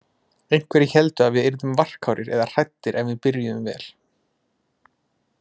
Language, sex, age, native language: Icelandic, male, 20-29, Icelandic